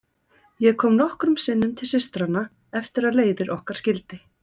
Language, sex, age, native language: Icelandic, female, 30-39, Icelandic